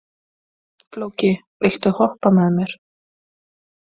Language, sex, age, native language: Icelandic, female, 20-29, Icelandic